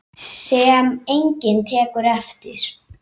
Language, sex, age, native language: Icelandic, male, 8, Icelandic